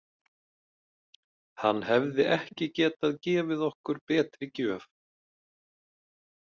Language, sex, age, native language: Icelandic, male, 30-39, Icelandic